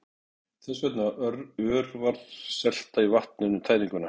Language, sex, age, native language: Icelandic, male, 60-69, Icelandic